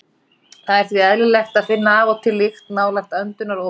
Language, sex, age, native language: Icelandic, female, 30-39, Icelandic